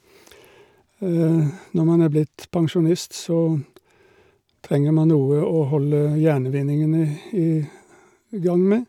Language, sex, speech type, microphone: Norwegian, male, spontaneous, Shure